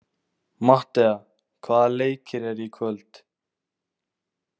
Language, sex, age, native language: Icelandic, male, 18-19, Icelandic